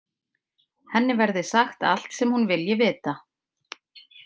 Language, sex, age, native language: Icelandic, female, 50-59, Icelandic